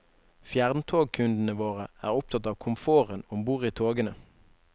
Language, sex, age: Norwegian, male, 21